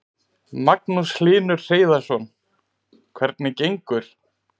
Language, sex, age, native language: Icelandic, male, 30-39, Icelandic